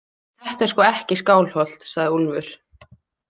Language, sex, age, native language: Icelandic, female, 20-29, Icelandic